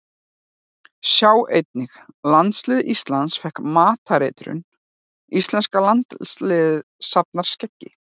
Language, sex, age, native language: Icelandic, female, 40-49, Icelandic